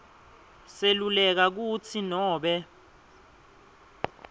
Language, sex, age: Swati, male, 22